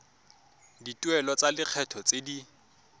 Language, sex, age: Tswana, male, 23